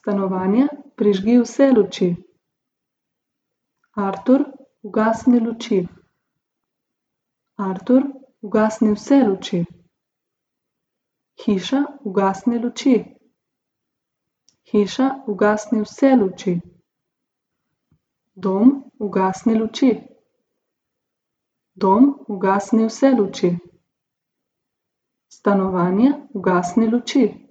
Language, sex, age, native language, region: Slovenian, female, 18-29, Slovenian, Gorica region